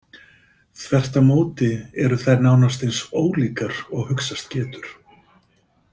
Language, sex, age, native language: Icelandic, male, 50-59, Icelandic